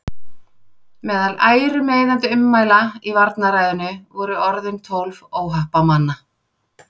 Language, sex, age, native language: Icelandic, female, 40-49, Icelandic